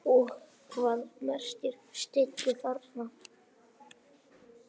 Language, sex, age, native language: Icelandic, male, 10, Icelandic